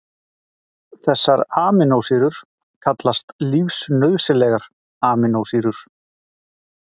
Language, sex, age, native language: Icelandic, male, 40-49, Icelandic